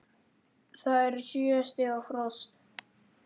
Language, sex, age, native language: Icelandic, male, 9, Icelandic